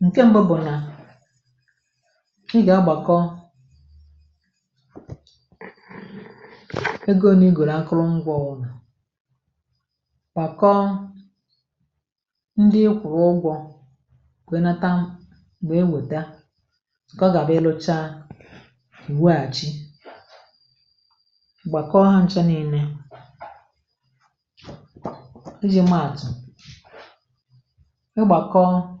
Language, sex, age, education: Igbo, female, 46-60, tertiary